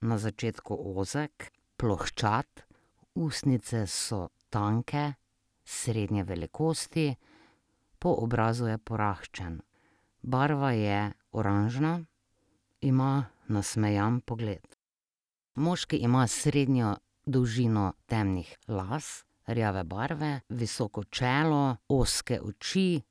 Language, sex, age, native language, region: Slovenian, female, 30-49, Slovenian, Drava region